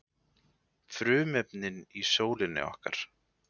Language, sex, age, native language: Icelandic, male, 20-29, Icelandic